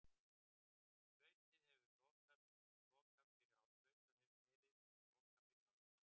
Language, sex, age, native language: Icelandic, male, 60-69, Icelandic